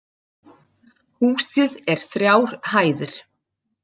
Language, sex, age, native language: Icelandic, female, 40-49, Icelandic